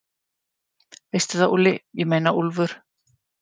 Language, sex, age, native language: Icelandic, female, 50-59, Icelandic